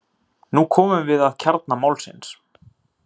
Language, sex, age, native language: Icelandic, male, 30-39, Icelandic